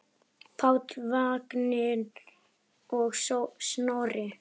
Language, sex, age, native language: Icelandic, male, 9, Icelandic